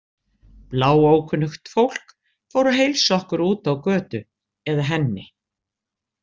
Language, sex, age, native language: Icelandic, female, 60-69, Icelandic